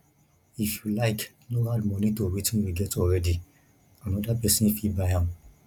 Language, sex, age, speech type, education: Nigerian Pidgin, male, 15-29, spontaneous, tertiary